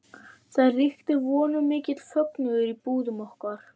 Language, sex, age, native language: Icelandic, female, 11, Icelandic